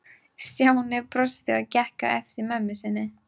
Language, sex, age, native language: Icelandic, female, 12, Icelandic